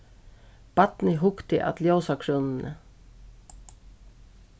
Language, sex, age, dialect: Faroese, female, 36-60, Suðuroy